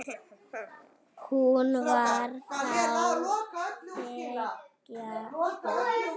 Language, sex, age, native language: Icelandic, female, 9, Icelandic